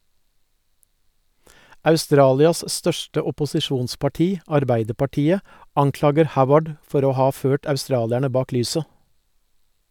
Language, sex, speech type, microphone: Norwegian, male, read, Sennheiser